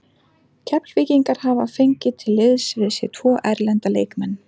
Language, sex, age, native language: Icelandic, female, 30-39, Icelandic